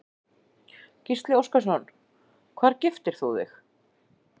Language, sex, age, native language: Icelandic, female, 40-49, Icelandic